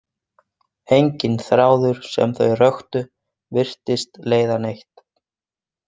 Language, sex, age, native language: Icelandic, male, 20-29, Icelandic